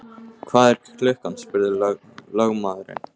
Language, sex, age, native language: Icelandic, male, 18-19, Icelandic